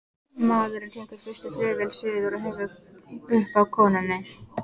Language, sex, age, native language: Icelandic, female, 14, Icelandic